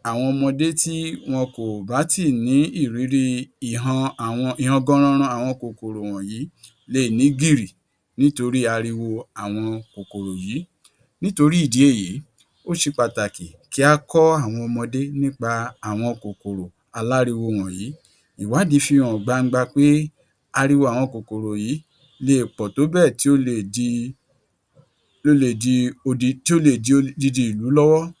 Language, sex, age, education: Yoruba, male, 46-60, tertiary